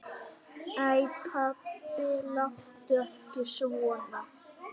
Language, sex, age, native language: Icelandic, male, 8, Icelandic